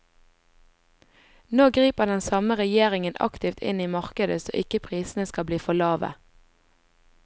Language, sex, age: Norwegian, female, 20